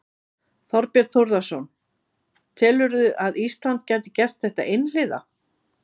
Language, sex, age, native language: Icelandic, female, 50-59, Icelandic